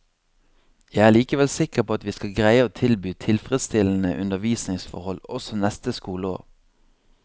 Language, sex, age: Norwegian, male, 26